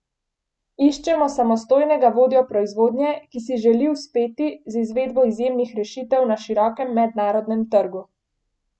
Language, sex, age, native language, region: Slovenian, female, 18-29, Slovenian, Central Slovenia